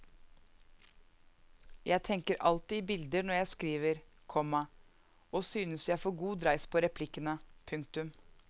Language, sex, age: Norwegian, female, 34